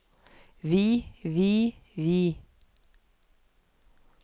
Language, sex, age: Norwegian, female, 43